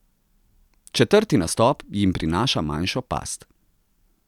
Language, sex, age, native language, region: Slovenian, male, 30-49, Slovenian, Central Slovenia